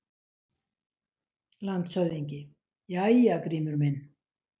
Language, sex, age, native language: Icelandic, female, 60-69, Icelandic